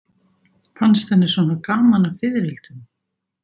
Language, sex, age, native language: Icelandic, female, 60-69, Icelandic